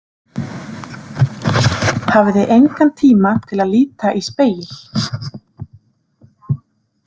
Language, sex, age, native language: Icelandic, female, 30-39, Icelandic